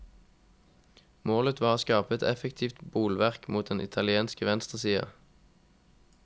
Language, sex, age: Norwegian, male, 21